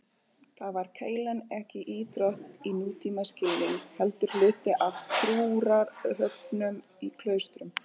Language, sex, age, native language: Icelandic, male, 18-19, Icelandic